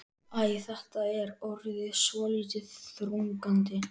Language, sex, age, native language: Icelandic, male, 13, Icelandic